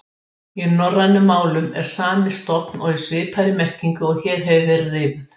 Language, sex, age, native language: Icelandic, female, 60-69, Icelandic